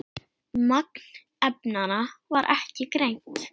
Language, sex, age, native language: Icelandic, female, 8, Icelandic